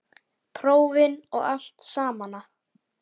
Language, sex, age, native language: Icelandic, male, 9, Icelandic